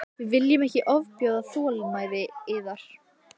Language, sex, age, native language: Icelandic, female, 15, Icelandic